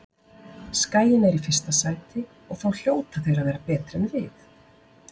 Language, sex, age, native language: Icelandic, female, 40-49, Icelandic